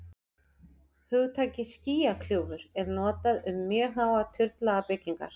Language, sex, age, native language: Icelandic, female, 40-49, Icelandic